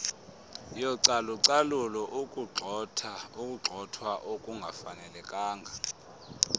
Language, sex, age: Xhosa, male, 30